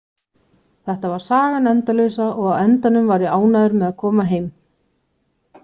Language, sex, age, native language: Icelandic, female, 20-29, Icelandic